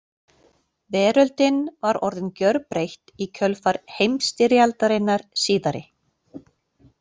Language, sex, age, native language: Icelandic, female, 40-49, Icelandic